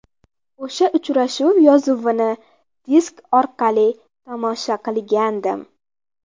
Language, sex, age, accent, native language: Uzbek, female, 18-24, Farg'ona, Uzbek